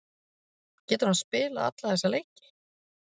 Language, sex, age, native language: Icelandic, female, 40-49, Icelandic